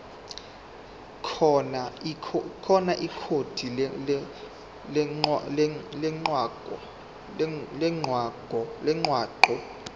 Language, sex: Zulu, male